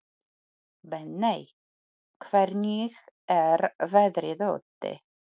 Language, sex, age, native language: Icelandic, female, 40-49, Polish